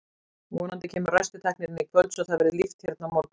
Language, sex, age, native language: Icelandic, female, 40-49, Icelandic